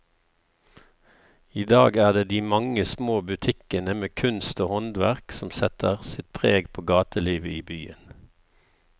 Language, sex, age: Norwegian, male, 54